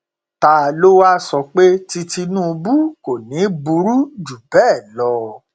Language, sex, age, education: Yoruba, male, 46-60, tertiary